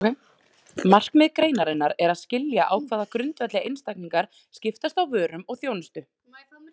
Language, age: Icelandic, 20-29